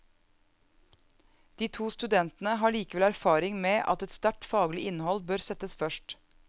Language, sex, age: Norwegian, female, 34